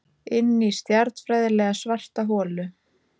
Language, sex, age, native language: Icelandic, female, 30-39, Icelandic